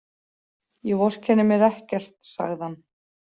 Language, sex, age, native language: Icelandic, female, 40-49, Icelandic